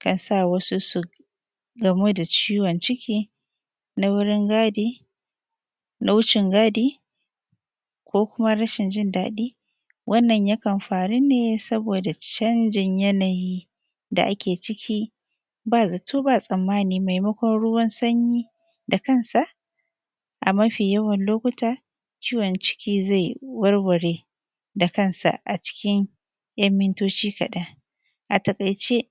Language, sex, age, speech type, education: Hausa, female, 30-45, spontaneous, tertiary